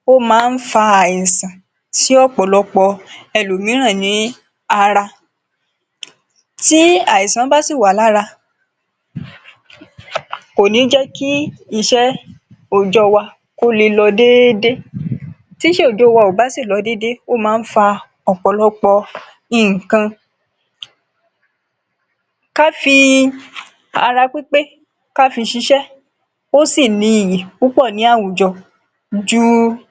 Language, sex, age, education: Yoruba, female, 46-60, secondary